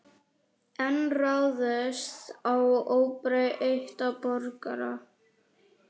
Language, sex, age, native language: Icelandic, female, 40-49, Icelandic